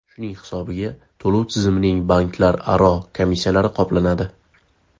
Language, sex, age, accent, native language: Uzbek, male, 18-24, Farg'ona, Uzbek